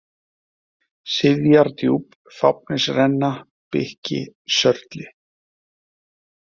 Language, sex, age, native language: Icelandic, male, 30-39, Icelandic